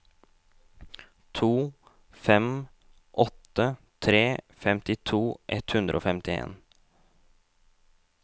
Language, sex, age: Norwegian, male, 18